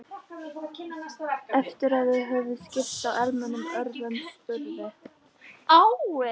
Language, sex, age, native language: Icelandic, other, 13, Icelandic